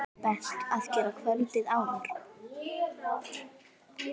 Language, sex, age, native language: Icelandic, female, 9, Icelandic